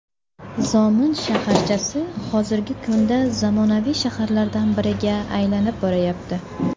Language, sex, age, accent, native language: Uzbek, female, under 19, Samarqand, Uzbek